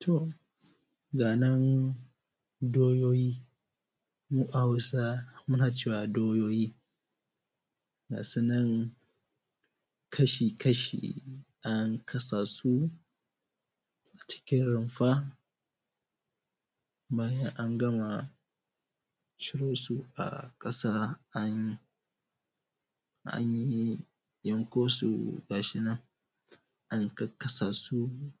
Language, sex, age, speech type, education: Hausa, male, 15-29, spontaneous, primary